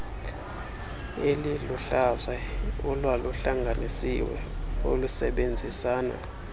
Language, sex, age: Xhosa, male, 26